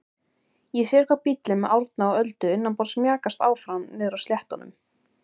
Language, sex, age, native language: Icelandic, female, 18-19, Icelandic